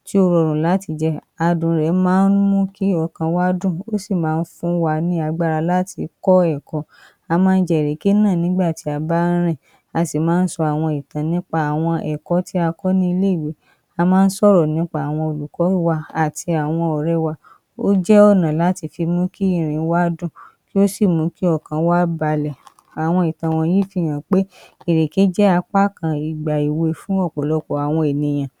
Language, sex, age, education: Yoruba, female, 30-45, tertiary